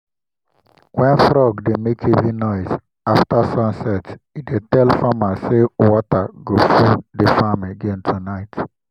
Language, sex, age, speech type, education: Nigerian Pidgin, male, 15-29, spontaneous, tertiary